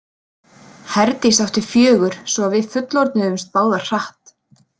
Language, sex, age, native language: Icelandic, female, 30-39, Icelandic